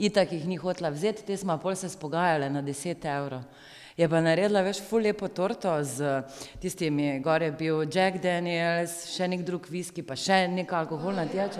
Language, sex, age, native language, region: Slovenian, female, 30-49, Slovenian, Drava region